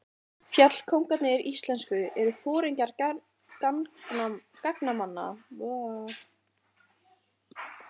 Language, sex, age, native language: Icelandic, female, 40-49, Icelandic